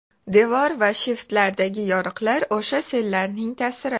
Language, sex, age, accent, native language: Uzbek, female, 18-24, Toshkent shahri, Uzbek